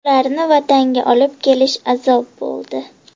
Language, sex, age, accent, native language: Uzbek, female, 12-17, Andijon, Uzbek